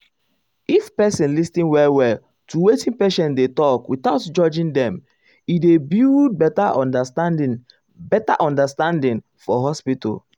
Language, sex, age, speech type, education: Nigerian Pidgin, male, 15-29, spontaneous, tertiary